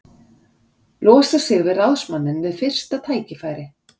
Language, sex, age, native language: Icelandic, female, 40-49, Icelandic